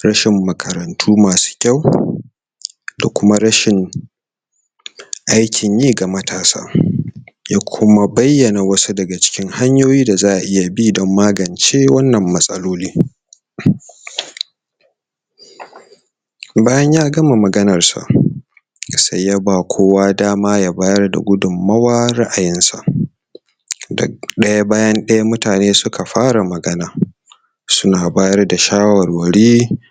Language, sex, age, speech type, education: Hausa, male, 30-45, spontaneous, tertiary